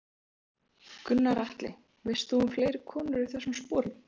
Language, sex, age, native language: Icelandic, female, 20-29, Icelandic